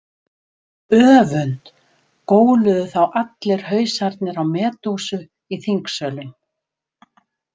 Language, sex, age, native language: Icelandic, female, 70-79, Icelandic